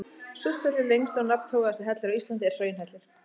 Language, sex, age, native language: Icelandic, female, 30-39, Icelandic